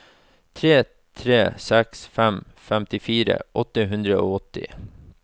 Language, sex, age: Norwegian, male, 36